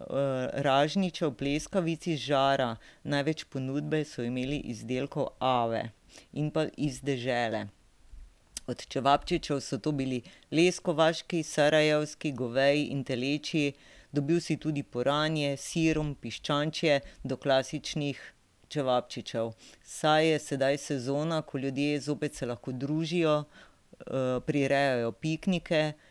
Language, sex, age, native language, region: Slovenian, female, 50-59, Slovenian, Drava region